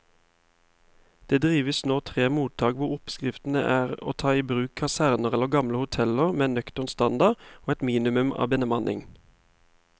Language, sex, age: Norwegian, male, 31